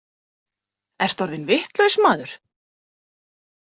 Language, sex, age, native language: Icelandic, female, 40-49, Icelandic